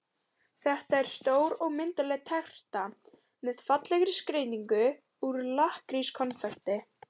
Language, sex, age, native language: Icelandic, female, 18-19, Icelandic